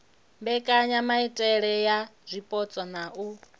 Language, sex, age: Venda, female, 21